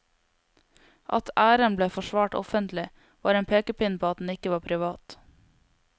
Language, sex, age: Norwegian, female, 22